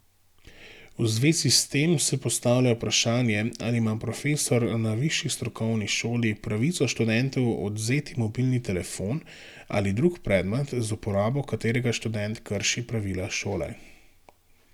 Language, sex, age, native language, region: Slovenian, male, 18-29, Slovenian, Gorenjska region